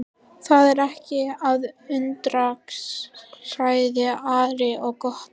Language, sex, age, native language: Icelandic, female, 13, Icelandic